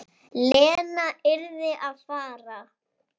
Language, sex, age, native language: Icelandic, female, 7, Icelandic